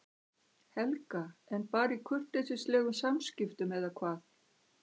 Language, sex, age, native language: Icelandic, female, 60-69, Icelandic